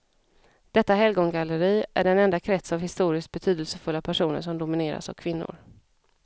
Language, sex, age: Swedish, female, 34